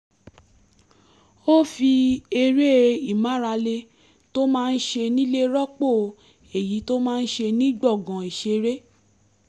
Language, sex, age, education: Yoruba, female, 15-29, tertiary